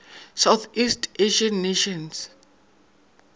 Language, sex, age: Northern Sotho, male, 22